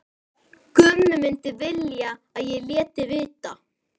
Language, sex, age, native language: Icelandic, female, 11, Icelandic